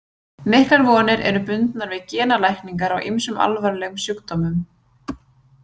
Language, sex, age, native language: Icelandic, female, 20-29, Icelandic